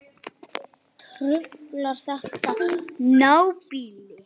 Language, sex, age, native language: Icelandic, male, 8, Icelandic